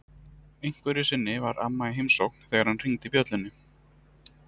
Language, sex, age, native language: Icelandic, male, 30-39, Icelandic